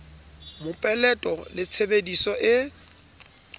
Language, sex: Southern Sotho, male